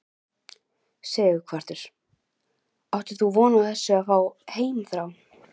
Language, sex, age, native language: Icelandic, female, 11, Icelandic